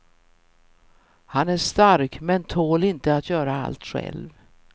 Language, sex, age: Swedish, female, 64